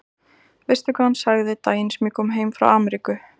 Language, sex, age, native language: Icelandic, female, 20-29, Icelandic